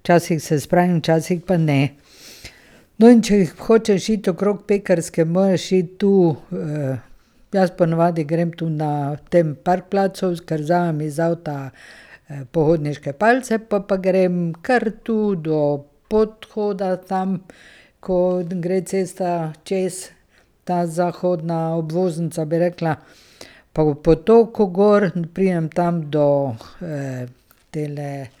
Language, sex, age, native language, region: Slovenian, female, 50-59, Slovenian, Carinthia region